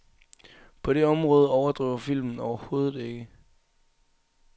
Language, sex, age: Danish, male, 22